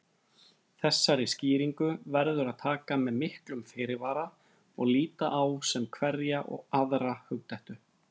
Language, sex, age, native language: Icelandic, male, 30-39, Icelandic